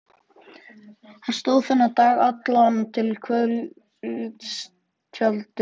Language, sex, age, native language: Icelandic, male, 14, Icelandic